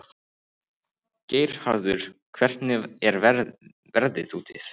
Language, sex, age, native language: Icelandic, male, 18-19, Icelandic